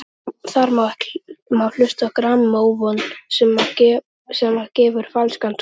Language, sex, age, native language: Icelandic, male, 11, Icelandic